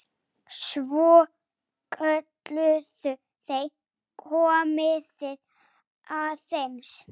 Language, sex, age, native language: Icelandic, female, 7, Icelandic